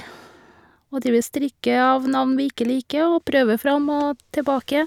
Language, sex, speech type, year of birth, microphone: Norwegian, female, spontaneous, 1982, Shure